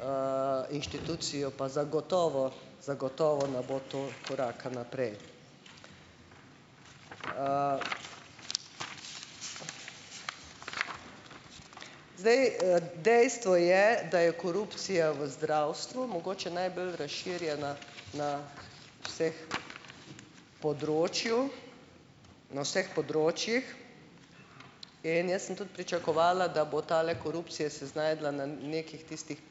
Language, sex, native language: Slovenian, female, Slovenian